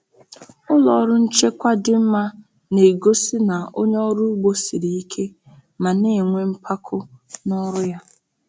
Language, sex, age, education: Igbo, female, 15-29, tertiary